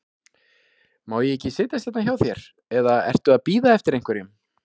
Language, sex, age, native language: Icelandic, male, 40-49, Icelandic